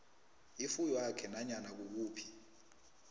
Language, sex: South Ndebele, female